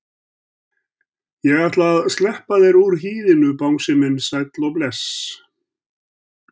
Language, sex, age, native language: Icelandic, male, 70-79, Icelandic